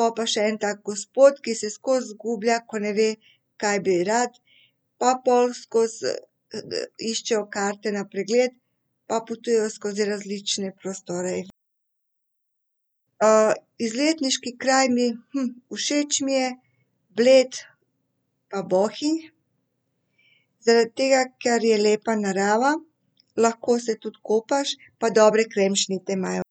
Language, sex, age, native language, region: Slovenian, female, 50-59, Serbian, Central Slovenia